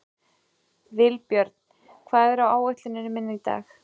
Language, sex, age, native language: Icelandic, female, 30-39, Icelandic